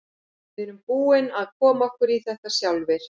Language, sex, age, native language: Icelandic, female, 40-49, Icelandic